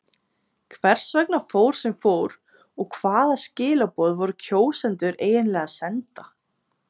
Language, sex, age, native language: Icelandic, female, 20-29, Icelandic